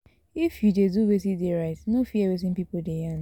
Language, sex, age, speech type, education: Nigerian Pidgin, female, 30-45, spontaneous, tertiary